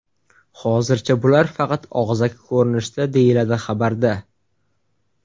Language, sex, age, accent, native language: Uzbek, male, 18-24, Navoiy, Uzbek